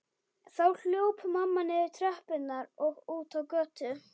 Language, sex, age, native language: Icelandic, male, 11, Icelandic